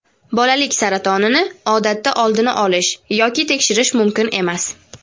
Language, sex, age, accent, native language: Uzbek, female, 19-29, Toshkent viloyati, Uzbek